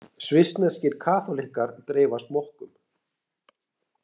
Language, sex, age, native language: Icelandic, male, 60-69, Icelandic